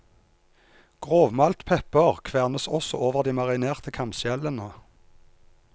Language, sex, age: Norwegian, male, 34